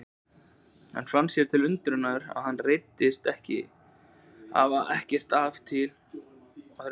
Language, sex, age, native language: Icelandic, male, 20-29, Icelandic